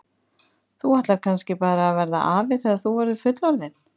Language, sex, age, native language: Icelandic, female, 50-59, Icelandic